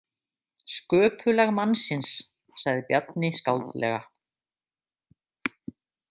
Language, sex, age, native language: Icelandic, female, 50-59, Icelandic